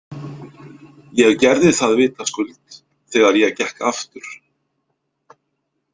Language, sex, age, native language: Icelandic, male, 50-59, Icelandic